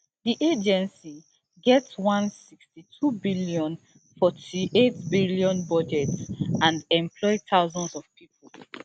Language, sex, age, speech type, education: Nigerian Pidgin, female, 15-29, spontaneous, tertiary